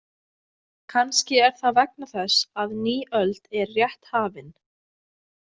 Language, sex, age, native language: Icelandic, female, 20-29, Icelandic